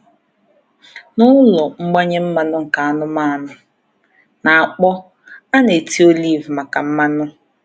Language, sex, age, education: Igbo, female, 15-29, tertiary